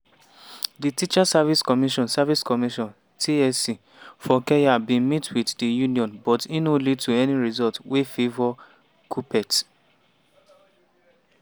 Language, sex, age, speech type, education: Nigerian Pidgin, male, 15-29, spontaneous, tertiary